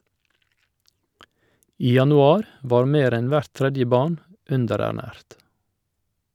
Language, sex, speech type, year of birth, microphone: Norwegian, male, read, 1961, Shure